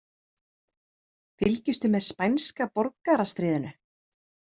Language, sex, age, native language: Icelandic, female, 30-39, Icelandic